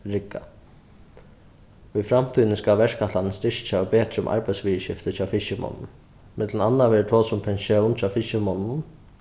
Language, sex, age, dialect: Faroese, male, 15-35, Norðurstreymoy/Eysturoy